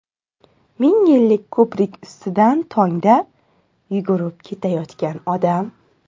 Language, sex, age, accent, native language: Uzbek, female, 19-29, Samarqand, Uzbek